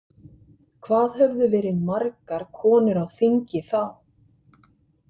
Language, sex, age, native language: Icelandic, male, 50-59, Icelandic